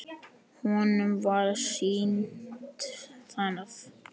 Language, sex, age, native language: Icelandic, male, 10, Icelandic